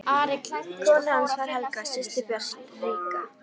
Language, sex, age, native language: Icelandic, female, 13, Icelandic